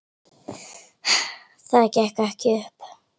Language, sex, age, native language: Icelandic, female, 9, Icelandic